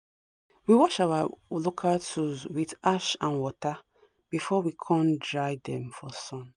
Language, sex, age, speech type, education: Nigerian Pidgin, female, 30-45, spontaneous, tertiary